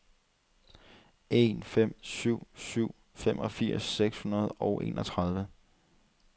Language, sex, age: Danish, male, 30